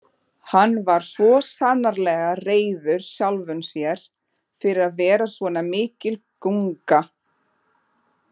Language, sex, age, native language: Icelandic, female, 40-49, Portuguese